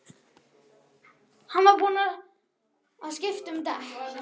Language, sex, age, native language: Icelandic, female, 11, Icelandic